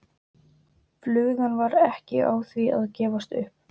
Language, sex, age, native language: Icelandic, male, 12, Icelandic